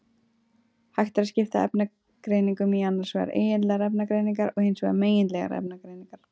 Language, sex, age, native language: Icelandic, female, 20-29, Icelandic